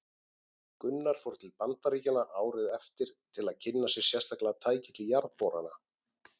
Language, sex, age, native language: Icelandic, male, 40-49, Icelandic